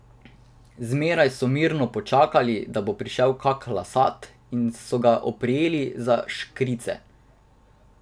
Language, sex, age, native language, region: Slovenian, male, 18-29, Slovenian, Drava region